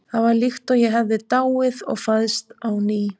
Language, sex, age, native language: Icelandic, female, 50-59, Icelandic